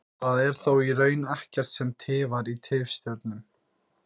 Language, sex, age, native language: Icelandic, male, 18-19, Icelandic